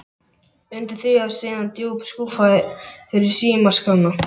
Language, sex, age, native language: Icelandic, male, 11, Icelandic